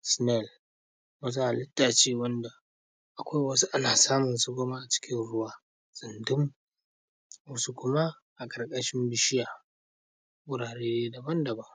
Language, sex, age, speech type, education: Hausa, male, 15-29, spontaneous, primary